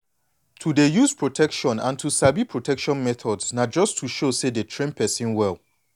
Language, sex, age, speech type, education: Nigerian Pidgin, male, 30-45, spontaneous, tertiary